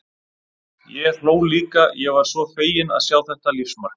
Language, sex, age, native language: Icelandic, male, 30-39, Icelandic